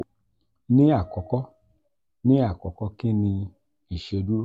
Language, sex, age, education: Yoruba, male, 46-60, tertiary